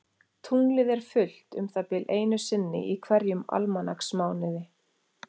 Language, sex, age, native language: Icelandic, female, 40-49, Icelandic